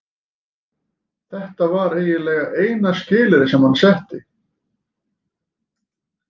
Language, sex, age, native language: Icelandic, male, 40-49, Icelandic